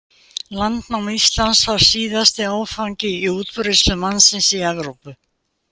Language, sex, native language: Icelandic, female, Icelandic